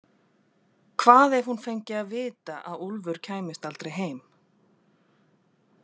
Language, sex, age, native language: Icelandic, female, 40-49, Icelandic